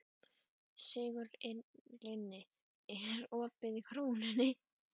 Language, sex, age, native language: Icelandic, female, 12, Icelandic